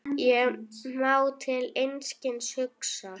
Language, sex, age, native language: Icelandic, female, 9, Icelandic